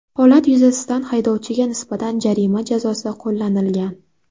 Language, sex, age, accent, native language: Uzbek, female, 19-29, Navoiy, Uzbek